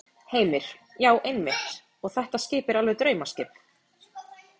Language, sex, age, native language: Icelandic, female, 30-39, Icelandic